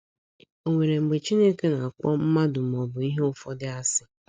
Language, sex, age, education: Igbo, female, 15-29, secondary